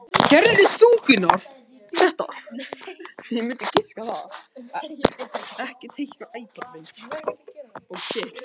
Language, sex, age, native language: Icelandic, other, 18-19, Icelandic